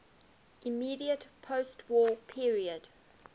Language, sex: English, female